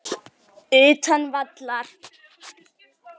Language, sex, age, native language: Icelandic, male, 10, Icelandic